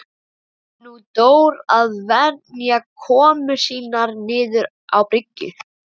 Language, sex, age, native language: Icelandic, male, 11, Icelandic